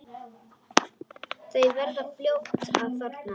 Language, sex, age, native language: Icelandic, female, 10, Icelandic